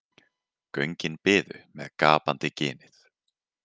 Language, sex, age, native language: Icelandic, male, 20-29, Icelandic